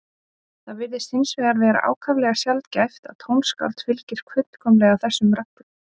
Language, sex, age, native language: Icelandic, female, 30-39, Icelandic